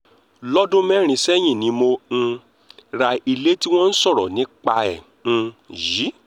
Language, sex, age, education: Yoruba, male, 30-45, tertiary